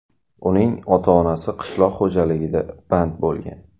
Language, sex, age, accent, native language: Uzbek, male, 18-24, Qashqadaryo, Uzbek